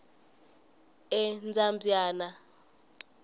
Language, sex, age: Tsonga, female, 20